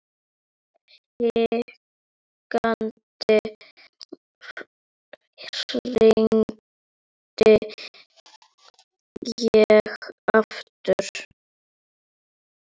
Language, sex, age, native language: Icelandic, female, 9, Icelandic